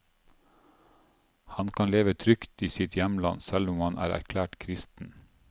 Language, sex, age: Norwegian, male, 47